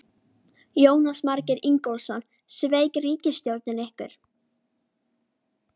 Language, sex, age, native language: Icelandic, female, 12, Icelandic